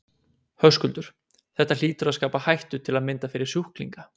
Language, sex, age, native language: Icelandic, male, 20-29, Icelandic